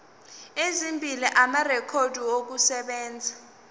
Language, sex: Zulu, female